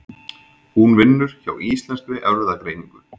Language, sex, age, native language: Icelandic, male, 20-29, Icelandic